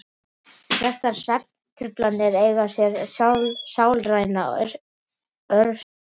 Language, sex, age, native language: Icelandic, male, 12, Icelandic